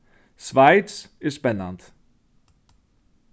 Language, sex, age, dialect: Faroese, male, 36-60, Norðurstreymoy/Eysturoy